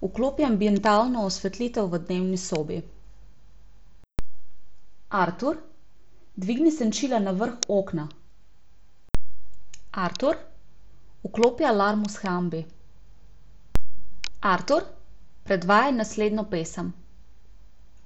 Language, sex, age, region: Slovenian, female, 18-29, Abroad